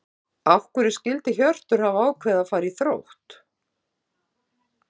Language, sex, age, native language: Icelandic, female, 50-59, Icelandic